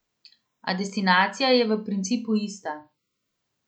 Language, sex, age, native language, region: Slovenian, female, 30-49, Slovenian, Central Slovenia